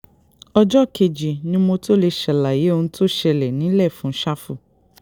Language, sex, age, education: Yoruba, female, 30-45, tertiary